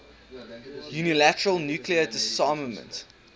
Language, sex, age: English, male, 19